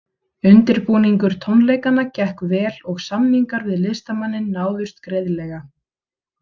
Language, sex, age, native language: Icelandic, female, 30-39, Icelandic